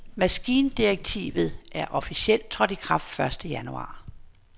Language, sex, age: Danish, female, 59